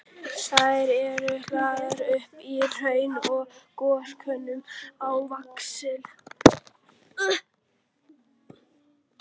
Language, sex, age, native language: Icelandic, female, 11, Icelandic